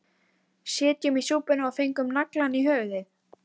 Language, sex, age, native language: Icelandic, female, 13, Icelandic